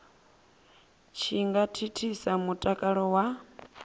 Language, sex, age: Venda, female, 24